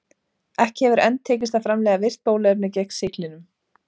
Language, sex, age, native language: Icelandic, female, 30-39, Icelandic